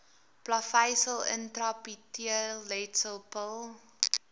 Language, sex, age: Afrikaans, female, 20